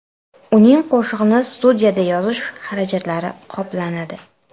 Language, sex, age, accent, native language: Uzbek, female, 25-34, Toshkent shahri, Uzbek